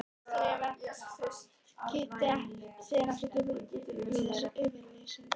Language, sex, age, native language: Icelandic, female, 13, Icelandic